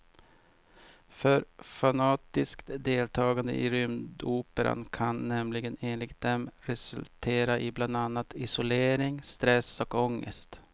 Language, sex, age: Swedish, male, 50